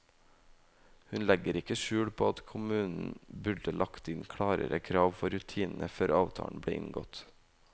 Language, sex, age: Norwegian, male, 18